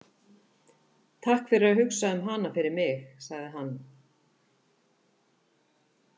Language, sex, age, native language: Icelandic, female, 50-59, Icelandic